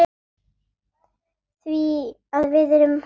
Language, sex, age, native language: Icelandic, female, 8, Icelandic